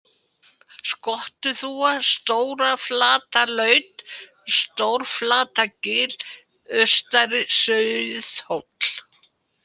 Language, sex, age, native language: Icelandic, female, 70-79, Icelandic